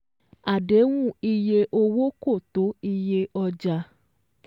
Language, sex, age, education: Yoruba, female, 15-29, secondary